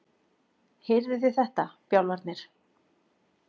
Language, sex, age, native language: Icelandic, female, 40-49, Icelandic